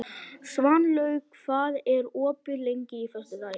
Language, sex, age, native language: Icelandic, male, 11, Icelandic